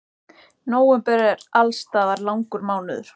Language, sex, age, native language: Icelandic, male, 14, Icelandic